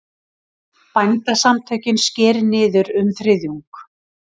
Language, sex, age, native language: Icelandic, female, 60-69, Icelandic